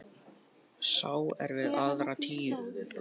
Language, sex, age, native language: Icelandic, male, 18-19, Icelandic